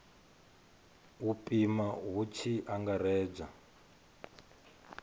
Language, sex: Venda, male